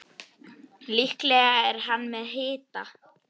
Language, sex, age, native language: Icelandic, female, 8, Icelandic